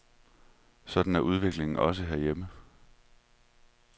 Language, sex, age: Danish, male, 31